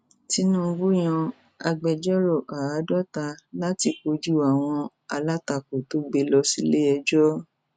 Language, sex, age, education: Yoruba, female, 46-60, tertiary